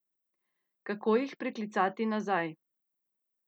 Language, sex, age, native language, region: Slovenian, female, 30-49, Slovenian, Central Slovenia